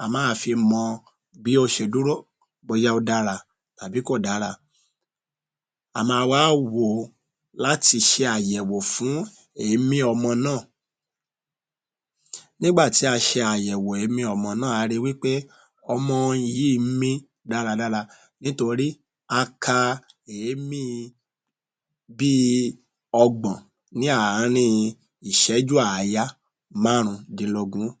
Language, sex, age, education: Yoruba, male, 30-45, tertiary